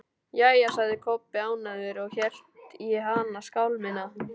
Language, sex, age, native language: Icelandic, male, 12, Icelandic